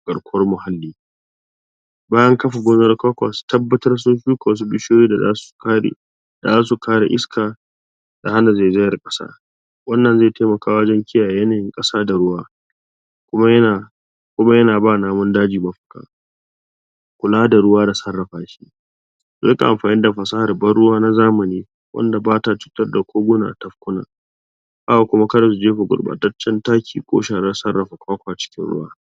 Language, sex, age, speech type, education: Hausa, male, 46-60, spontaneous, tertiary